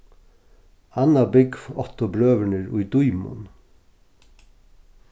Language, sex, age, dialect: Faroese, male, 61+, Norðurstreymoy/Eysturoy